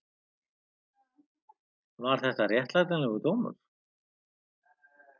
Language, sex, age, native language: Icelandic, male, 50-59, Icelandic